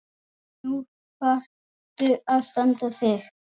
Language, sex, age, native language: Icelandic, male, 9, Icelandic